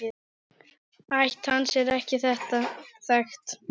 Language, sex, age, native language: Icelandic, female, 9, Icelandic